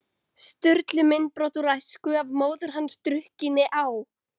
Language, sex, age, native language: Icelandic, female, 13, Icelandic